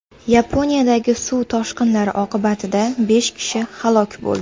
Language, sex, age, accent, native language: Uzbek, female, 18-24, Jizzax, Uzbek